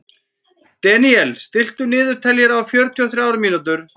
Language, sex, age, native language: Icelandic, female, 14, Icelandic